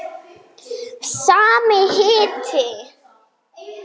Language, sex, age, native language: Icelandic, male, 10, Icelandic